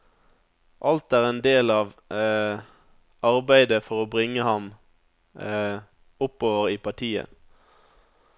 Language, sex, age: Norwegian, male, 27